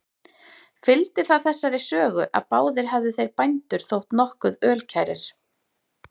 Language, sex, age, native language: Icelandic, female, 30-39, Icelandic